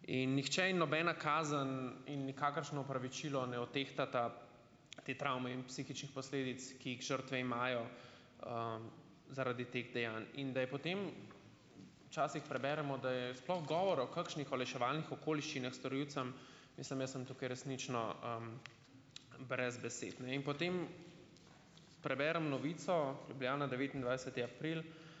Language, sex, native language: Slovenian, male, Slovenian